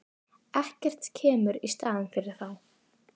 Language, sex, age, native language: Icelandic, female, 12, Icelandic